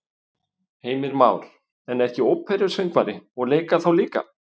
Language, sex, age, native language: Icelandic, male, 50-59, Icelandic